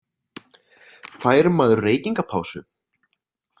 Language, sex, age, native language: Icelandic, male, 20-29, Icelandic